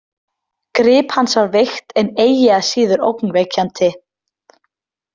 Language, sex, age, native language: Icelandic, female, 20-29, Icelandic